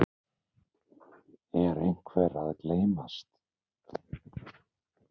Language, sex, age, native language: Icelandic, male, 60-69, Icelandic